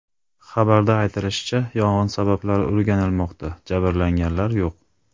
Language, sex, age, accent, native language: Uzbek, male, 25-34, Andijon, Uzbek